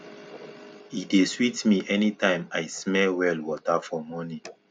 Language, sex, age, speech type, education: Nigerian Pidgin, male, 15-29, spontaneous, tertiary